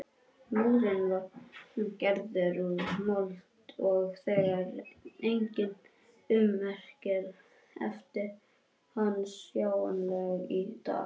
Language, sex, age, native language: Icelandic, male, 21, Icelandic